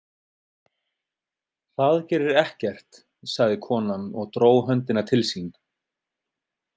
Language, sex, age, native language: Icelandic, male, 30-39, Icelandic